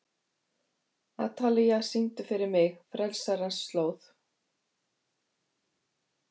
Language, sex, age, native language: Icelandic, female, 50-59, Icelandic